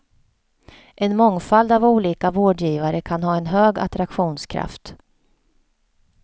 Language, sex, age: Swedish, female, 48